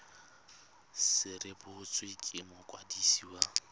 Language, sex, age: Tswana, male, 21